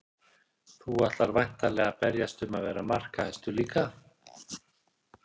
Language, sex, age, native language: Icelandic, male, 60-69, Icelandic